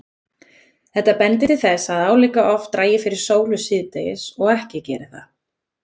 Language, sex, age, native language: Icelandic, female, 20-29, Icelandic